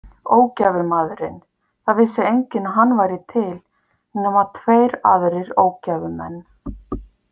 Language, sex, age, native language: Icelandic, female, 50-59, Icelandic